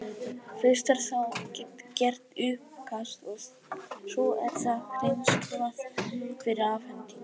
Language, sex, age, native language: Icelandic, female, 50-59, Icelandic